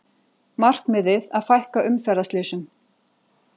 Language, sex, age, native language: Icelandic, female, 40-49, Icelandic